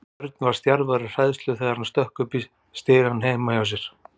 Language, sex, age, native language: Icelandic, male, 40-49, Icelandic